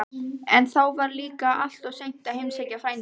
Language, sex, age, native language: Icelandic, female, 12, Icelandic